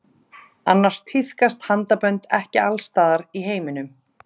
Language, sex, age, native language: Icelandic, female, 30-39, Icelandic